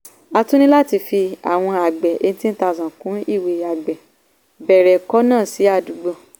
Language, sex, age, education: Yoruba, female, 15-29, tertiary